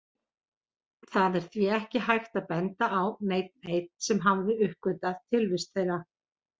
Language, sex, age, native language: Icelandic, female, 40-49, Icelandic